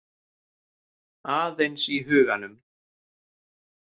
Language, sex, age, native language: Icelandic, male, 30-39, Icelandic